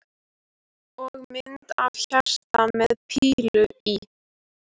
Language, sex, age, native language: Icelandic, female, 12, Icelandic